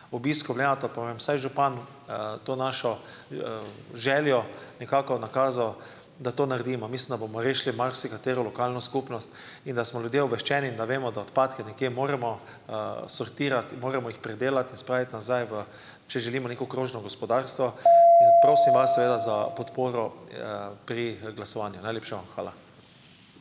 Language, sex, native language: Slovenian, male, Slovenian